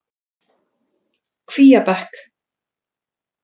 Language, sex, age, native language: Icelandic, female, 40-49, Icelandic